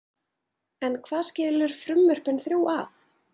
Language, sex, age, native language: Icelandic, female, 30-39, Icelandic